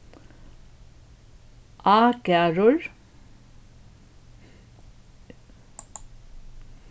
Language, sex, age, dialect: Faroese, female, 61+, Norðuroyggjar